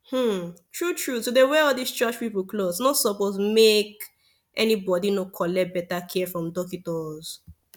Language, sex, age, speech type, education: Nigerian Pidgin, female, 15-29, spontaneous, tertiary